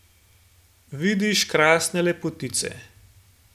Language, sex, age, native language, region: Slovenian, male, 18-29, Slovenian, Gorenjska region